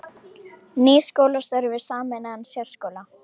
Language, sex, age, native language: Icelandic, female, 18-19, Icelandic